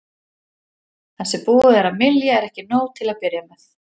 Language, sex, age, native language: Icelandic, female, 40-49, Icelandic